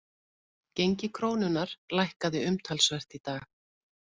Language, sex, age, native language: Icelandic, female, 50-59, Icelandic